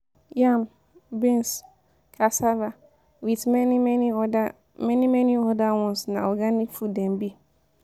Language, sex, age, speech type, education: Nigerian Pidgin, female, 15-29, spontaneous, tertiary